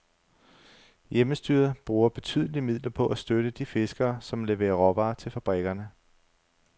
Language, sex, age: Danish, male, 35